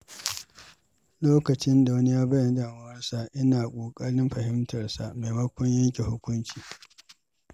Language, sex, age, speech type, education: Hausa, male, 46-60, read, secondary